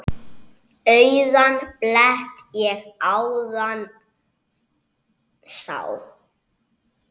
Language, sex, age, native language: Icelandic, male, 6, Icelandic